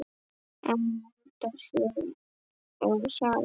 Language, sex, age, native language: Icelandic, male, 10, Icelandic